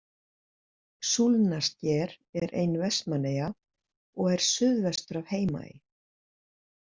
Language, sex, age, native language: Icelandic, female, 60-69, Icelandic